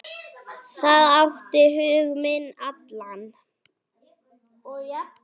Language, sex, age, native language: Icelandic, female, 9, Icelandic